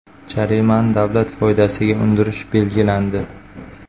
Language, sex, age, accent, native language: Uzbek, male, 25-34, Qashqadaryo, Uzbek